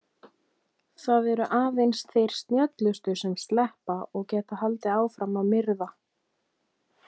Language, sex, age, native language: Icelandic, female, 18-19, Icelandic